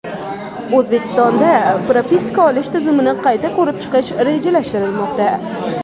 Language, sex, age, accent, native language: Uzbek, female, 18-24, Toshkent shahri, Uzbek